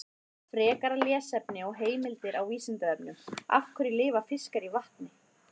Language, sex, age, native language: Icelandic, female, 30-39, Icelandic